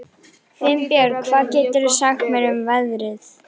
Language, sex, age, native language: Icelandic, female, 11, Icelandic